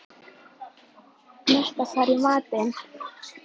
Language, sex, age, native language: Icelandic, female, 11, Icelandic